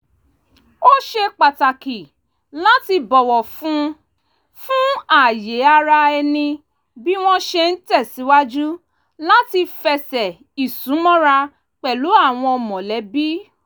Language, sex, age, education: Yoruba, female, 30-45, tertiary